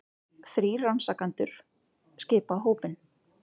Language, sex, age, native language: Icelandic, female, 30-39, Icelandic